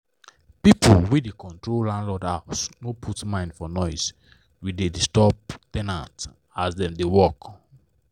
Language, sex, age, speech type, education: Nigerian Pidgin, male, 15-29, spontaneous, tertiary